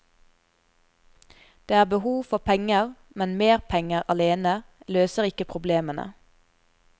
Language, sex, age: Norwegian, female, 24